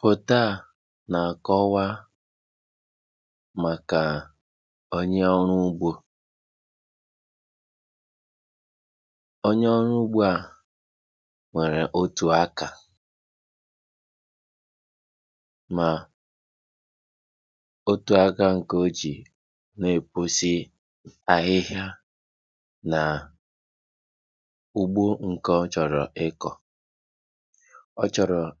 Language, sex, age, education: Igbo, male, 30-45, tertiary